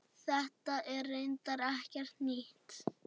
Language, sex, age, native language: Icelandic, male, 7, Icelandic